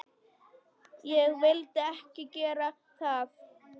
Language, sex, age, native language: Icelandic, female, 10, Polish